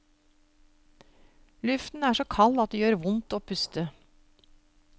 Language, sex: Norwegian, female